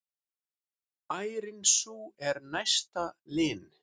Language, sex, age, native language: Icelandic, male, 6, Icelandic